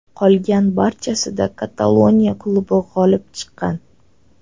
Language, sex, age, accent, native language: Uzbek, female, 18-24, Toshkent shahri, Uzbek